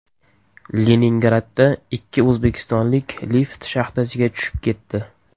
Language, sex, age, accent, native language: Uzbek, male, 18-24, Toshkent shahri, Uzbek